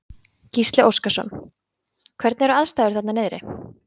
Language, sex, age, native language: Icelandic, female, 20-29, Icelandic